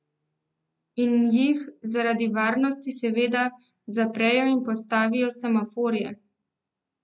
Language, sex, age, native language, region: Slovenian, female, 18-29, Slovenian, Central Slovenia